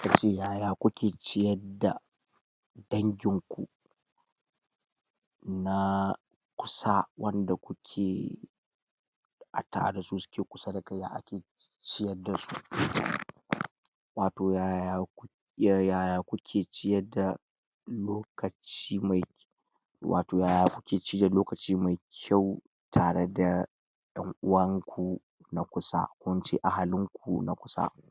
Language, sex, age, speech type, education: Hausa, male, 15-29, spontaneous, tertiary